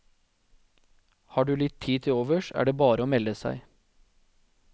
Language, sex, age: Norwegian, male, 40